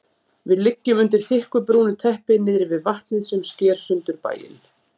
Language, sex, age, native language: Icelandic, female, 40-49, Icelandic